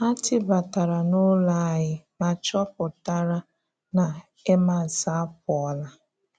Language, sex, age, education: Igbo, female, 30-45, tertiary